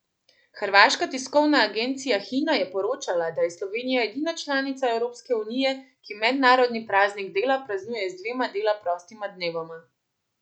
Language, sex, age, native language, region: Slovenian, female, 18-29, Slovenian, Central Slovenia